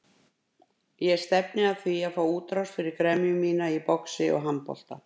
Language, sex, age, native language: Icelandic, female, 50-59, Icelandic